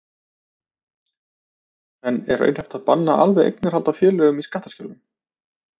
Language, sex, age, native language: Icelandic, male, 30-39, Icelandic